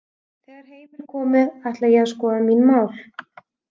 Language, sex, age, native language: Icelandic, female, 30-39, Icelandic